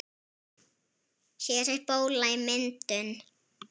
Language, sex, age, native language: Icelandic, female, 7, Icelandic